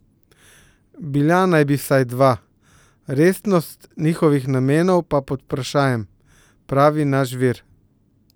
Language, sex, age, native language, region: Slovenian, male, 50-59, Slovenian, Central Slovenia